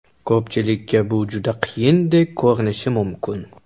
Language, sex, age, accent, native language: Uzbek, male, 18-24, Toshkent shahri, Uzbek